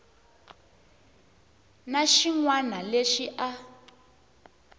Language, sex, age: Tsonga, female, 20